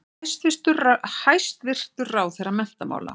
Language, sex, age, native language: Icelandic, female, 60-69, Icelandic